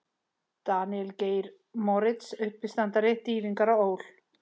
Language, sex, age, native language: Icelandic, female, 30-39, Icelandic